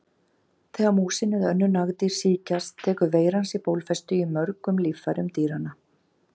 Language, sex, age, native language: Icelandic, female, 40-49, Icelandic